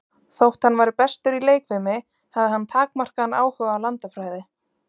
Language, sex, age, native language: Icelandic, female, 20-29, Icelandic